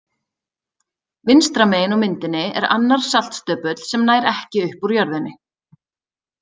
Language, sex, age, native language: Icelandic, female, 30-39, Icelandic